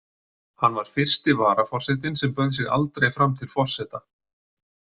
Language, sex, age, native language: Icelandic, male, 40-49, Icelandic